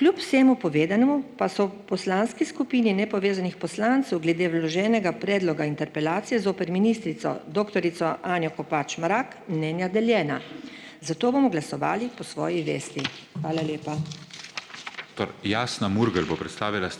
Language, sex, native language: Slovenian, female, Slovenian